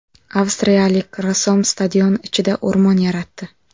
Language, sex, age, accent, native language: Uzbek, female, 18-24, Samarqand, Uzbek